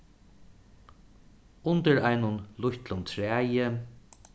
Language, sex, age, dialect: Faroese, male, 36-60, Suðuroy